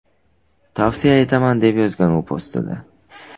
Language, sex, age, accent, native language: Uzbek, male, 12-17, Buxoro, Uzbek